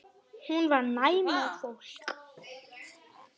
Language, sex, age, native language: Icelandic, female, 9, Icelandic